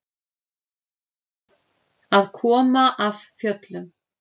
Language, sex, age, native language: Icelandic, female, 30-39, Icelandic